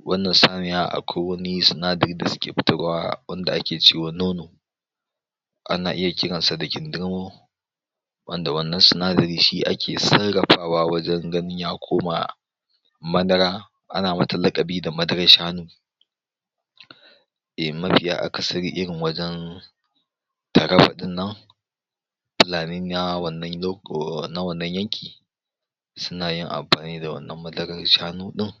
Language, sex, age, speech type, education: Hausa, male, 46-60, spontaneous, tertiary